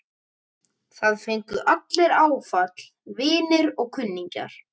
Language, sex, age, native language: Icelandic, male, 12, Icelandic